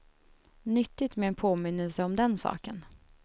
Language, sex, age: Swedish, female, 21